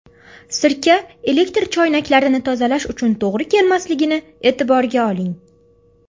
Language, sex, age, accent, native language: Uzbek, female, under 19, Farg'ona, Uzbek